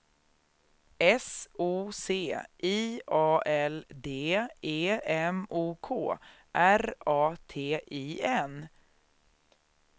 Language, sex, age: Swedish, female, 36